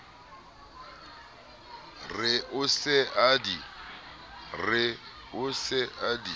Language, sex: Southern Sotho, male